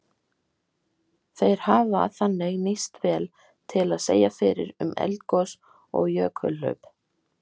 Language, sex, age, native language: Icelandic, female, 18-19, Icelandic